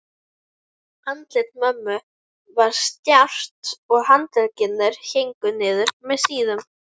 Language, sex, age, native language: Icelandic, female, 11, Icelandic